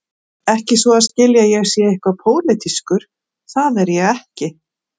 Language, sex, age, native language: Icelandic, female, 40-49, Icelandic